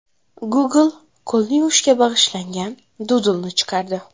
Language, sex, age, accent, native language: Uzbek, female, 12-17, Xorazm, Uzbek